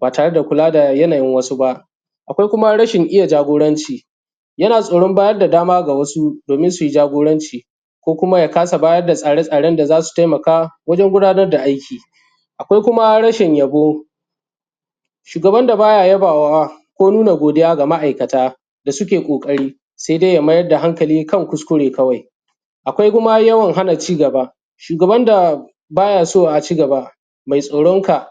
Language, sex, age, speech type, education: Hausa, male, 30-45, spontaneous, secondary